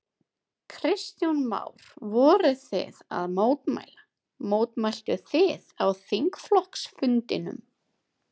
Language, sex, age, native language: Icelandic, female, 30-39, Icelandic